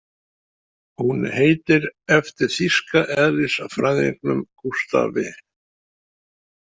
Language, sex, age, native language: Icelandic, male, 70-79, Icelandic